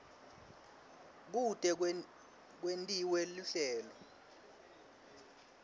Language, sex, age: Swati, male, 23